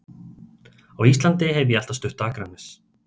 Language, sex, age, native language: Icelandic, male, 30-39, Icelandic